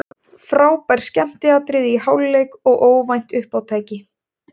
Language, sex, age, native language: Icelandic, female, 20-29, Icelandic